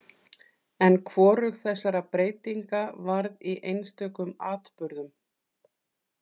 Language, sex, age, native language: Icelandic, female, 40-49, Icelandic